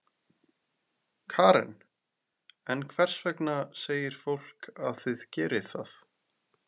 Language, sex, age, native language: Icelandic, male, 20-29, Icelandic